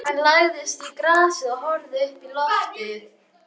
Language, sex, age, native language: Icelandic, female, 11, Icelandic